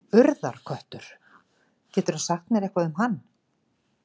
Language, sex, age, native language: Icelandic, female, 50-59, Icelandic